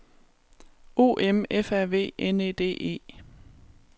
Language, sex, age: Danish, female, 36